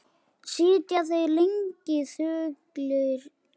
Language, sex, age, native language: Icelandic, male, 7, Icelandic